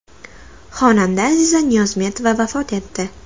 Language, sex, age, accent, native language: Uzbek, female, 19-29, Toshkent shahri, Uzbek